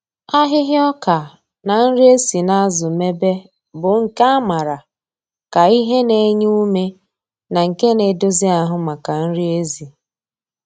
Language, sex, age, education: Igbo, female, 15-29, tertiary